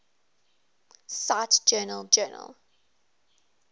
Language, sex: English, female